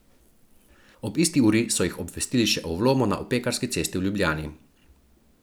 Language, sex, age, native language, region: Slovenian, male, 30-49, Slovenian, Central Slovenia